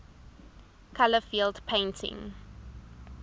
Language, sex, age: English, female, 19